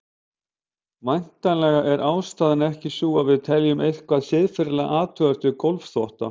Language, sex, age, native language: Icelandic, male, 50-59, Icelandic